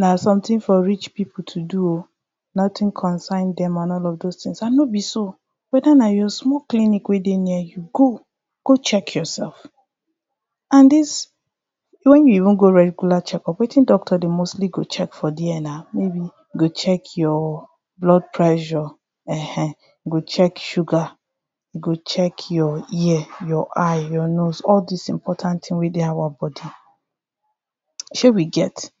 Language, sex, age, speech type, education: Nigerian Pidgin, female, 15-29, spontaneous, tertiary